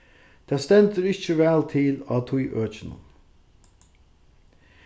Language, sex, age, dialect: Faroese, male, 36-60, Suðurstreymoy